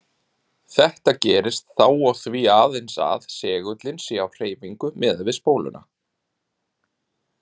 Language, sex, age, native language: Icelandic, male, 30-39, Icelandic